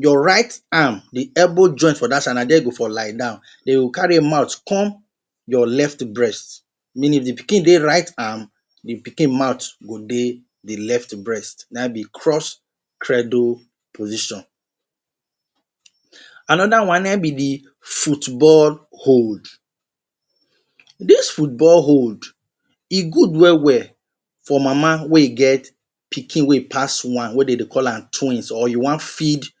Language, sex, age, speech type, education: Nigerian Pidgin, male, 30-45, spontaneous, tertiary